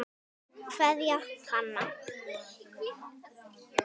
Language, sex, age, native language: Icelandic, female, 10, Icelandic